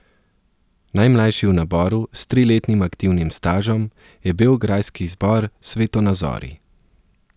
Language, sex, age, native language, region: Slovenian, male, 30-49, Slovenian, Southeast Slovenia